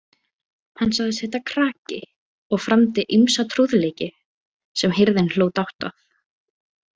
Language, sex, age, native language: Icelandic, female, 18-19, Icelandic